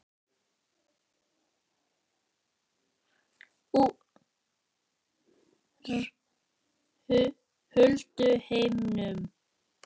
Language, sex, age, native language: Icelandic, male, 12, Icelandic